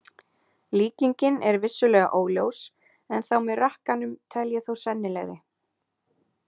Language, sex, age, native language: Icelandic, female, 20-29, Icelandic